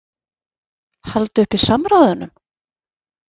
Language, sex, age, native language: Icelandic, female, 40-49, Icelandic